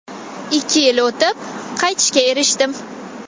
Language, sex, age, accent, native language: Uzbek, female, 19-29, Toshkent viloyati, Kazakh